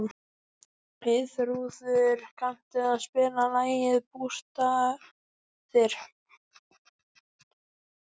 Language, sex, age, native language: Icelandic, female, 12, Icelandic